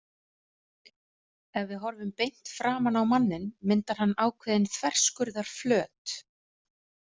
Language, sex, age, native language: Icelandic, female, 40-49, Icelandic